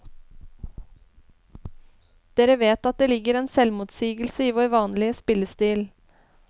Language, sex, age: Norwegian, female, 21